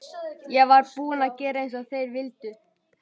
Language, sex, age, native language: Icelandic, male, 11, Icelandic